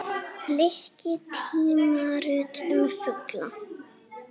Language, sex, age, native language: Icelandic, female, 8, Icelandic